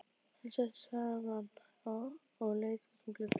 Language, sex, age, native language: Icelandic, female, 12, Icelandic